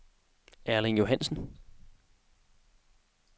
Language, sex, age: Danish, male, 18